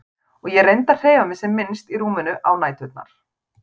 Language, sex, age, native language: Icelandic, female, 40-49, Icelandic